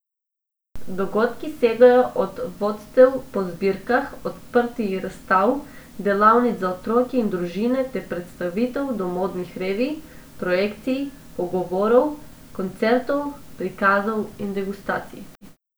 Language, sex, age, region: Slovenian, female, 18-29, Abroad